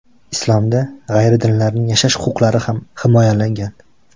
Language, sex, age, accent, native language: Uzbek, male, 18-24, Buxoro, Uzbek